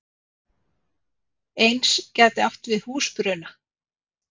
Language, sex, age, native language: Icelandic, female, 50-59, Icelandic